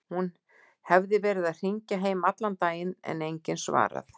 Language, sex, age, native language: Icelandic, female, 60-69, Icelandic